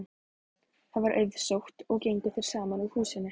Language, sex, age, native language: Icelandic, female, 12, Icelandic